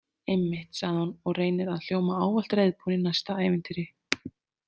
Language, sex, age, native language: Icelandic, female, 30-39, Icelandic